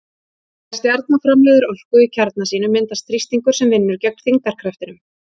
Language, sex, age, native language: Icelandic, female, 30-39, Icelandic